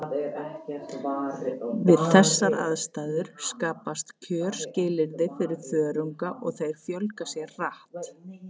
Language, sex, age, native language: Icelandic, female, 50-59, Icelandic